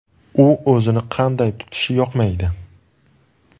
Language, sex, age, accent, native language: Uzbek, male, 19-29, Surxondaryo, Uzbek